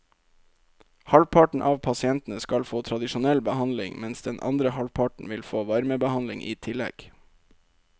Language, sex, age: Norwegian, male, 27